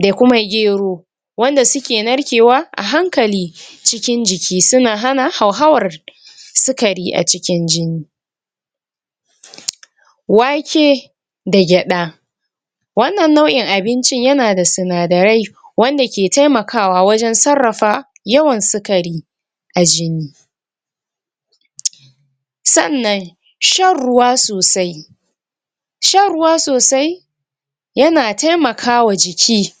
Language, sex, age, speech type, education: Hausa, female, 46-60, spontaneous, tertiary